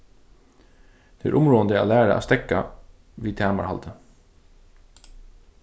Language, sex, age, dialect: Faroese, male, 15-35, Suðurstreymoy